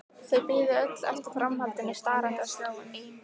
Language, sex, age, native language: Icelandic, female, 15, Icelandic